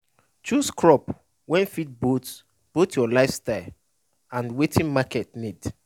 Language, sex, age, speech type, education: Nigerian Pidgin, male, 15-29, spontaneous, tertiary